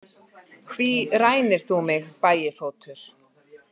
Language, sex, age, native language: Icelandic, female, 50-59, Icelandic